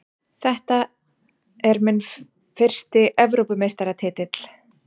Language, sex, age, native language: Icelandic, female, 40-49, Icelandic